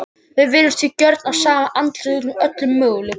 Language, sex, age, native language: Icelandic, female, 60-69, Icelandic